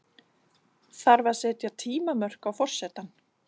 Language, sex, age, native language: Icelandic, female, 40-49, Danish